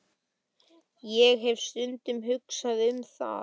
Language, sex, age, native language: Icelandic, male, 11, Icelandic